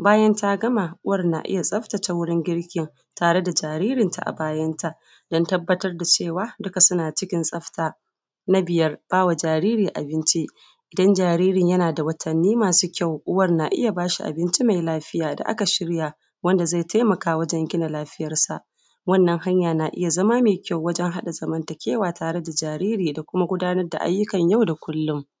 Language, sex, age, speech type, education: Hausa, female, 30-45, spontaneous, secondary